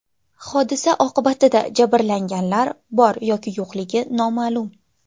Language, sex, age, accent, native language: Uzbek, female, 19-29, Jizzax, Uzbek